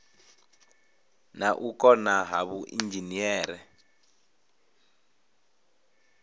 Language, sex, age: Venda, male, 25